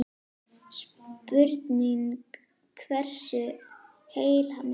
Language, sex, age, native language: Icelandic, female, 9, Icelandic